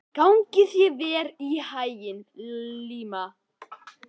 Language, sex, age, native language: Icelandic, male, 11, Icelandic